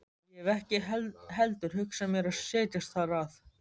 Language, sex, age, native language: Icelandic, male, 13, Icelandic